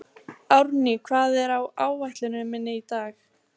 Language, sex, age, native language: Icelandic, female, 15, Icelandic